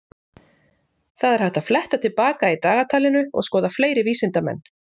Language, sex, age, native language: Icelandic, female, 40-49, Icelandic